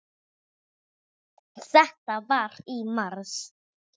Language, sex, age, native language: Icelandic, male, 6, Icelandic